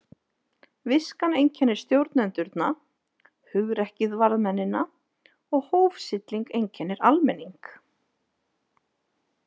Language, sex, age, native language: Icelandic, female, 30-39, Icelandic